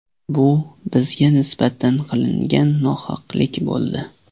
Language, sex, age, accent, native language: Uzbek, male, 18-24, Qashqadaryo, Uzbek